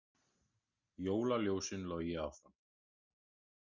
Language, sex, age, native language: Icelandic, male, 40-49, Icelandic